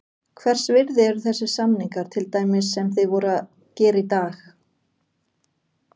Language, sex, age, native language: Icelandic, female, 40-49, Icelandic